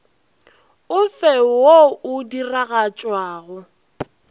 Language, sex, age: Northern Sotho, female, 20